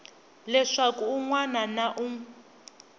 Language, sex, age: Tsonga, female, 20